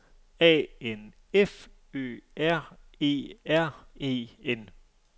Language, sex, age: Danish, male, 35